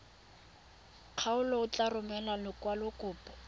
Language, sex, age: Tswana, female, 22